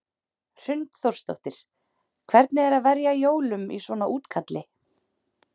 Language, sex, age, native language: Icelandic, female, 30-39, Icelandic